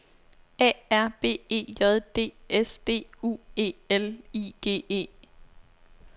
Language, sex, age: Danish, female, 26